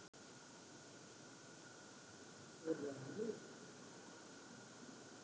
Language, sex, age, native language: Icelandic, female, 50-59, Icelandic